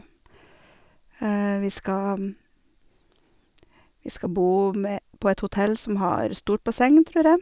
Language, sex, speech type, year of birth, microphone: Norwegian, female, spontaneous, 1970, Sennheiser